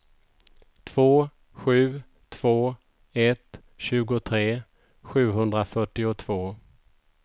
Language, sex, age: Swedish, male, 51